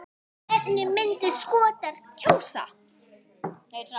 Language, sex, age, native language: Icelandic, female, 9, Icelandic